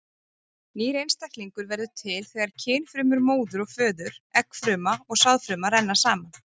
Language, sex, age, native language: Icelandic, female, 30-39, Icelandic